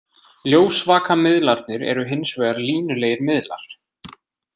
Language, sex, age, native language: Icelandic, male, 20-29, Icelandic